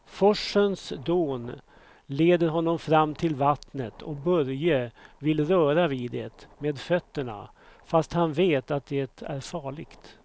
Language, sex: Swedish, male